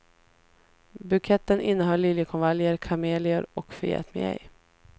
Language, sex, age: Swedish, female, 33